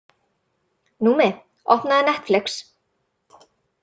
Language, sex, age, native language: Icelandic, female, 30-39, Icelandic